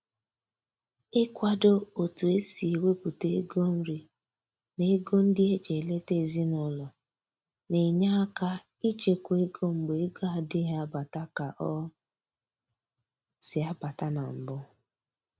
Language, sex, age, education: Igbo, female, 15-29, tertiary